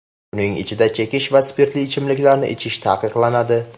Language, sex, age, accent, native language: Uzbek, male, 18-24, Farg'ona, Uzbek